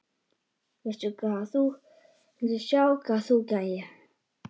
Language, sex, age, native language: Icelandic, male, 8, Icelandic